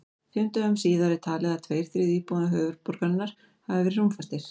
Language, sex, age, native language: Icelandic, female, 40-49, Icelandic